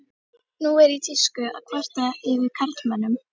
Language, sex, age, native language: Icelandic, female, 13, Icelandic